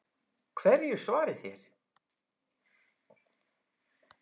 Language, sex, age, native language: Icelandic, male, 10, Icelandic